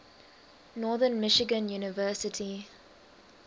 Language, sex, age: English, female, 19